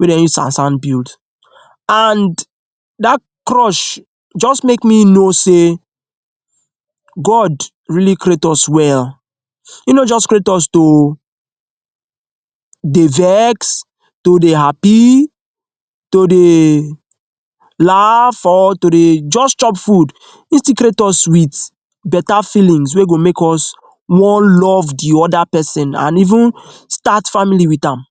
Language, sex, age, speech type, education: Nigerian Pidgin, male, 15-29, spontaneous, tertiary